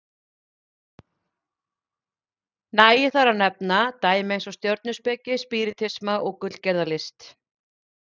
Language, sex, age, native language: Icelandic, female, 40-49, Icelandic